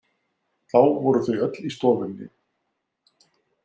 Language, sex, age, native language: Icelandic, male, 60-69, Icelandic